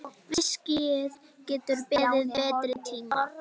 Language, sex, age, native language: Icelandic, female, 9, Icelandic